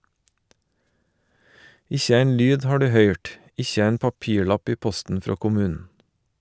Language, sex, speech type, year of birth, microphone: Norwegian, male, read, 1970, Shure